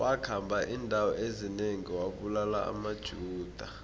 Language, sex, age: South Ndebele, male, 20